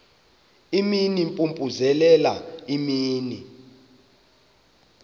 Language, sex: Xhosa, male